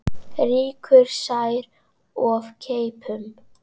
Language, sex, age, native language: Icelandic, female, 10, Icelandic